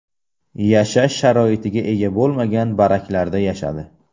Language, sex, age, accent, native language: Uzbek, male, 18-24, Samarqand, Uzbek